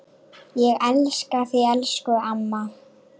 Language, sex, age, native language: Icelandic, female, 9, Icelandic